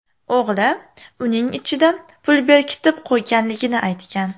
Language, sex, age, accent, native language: Uzbek, female, 18-24, Farg'ona, Uzbek